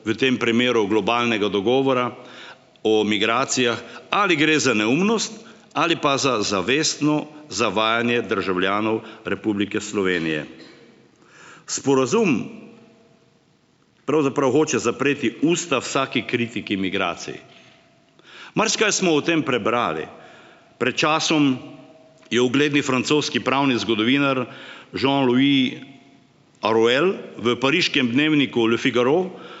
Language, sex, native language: Slovenian, male, Slovenian